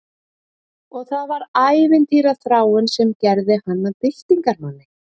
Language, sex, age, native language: Icelandic, female, 30-39, Icelandic